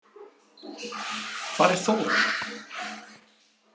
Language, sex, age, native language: Icelandic, male, 30-39, Icelandic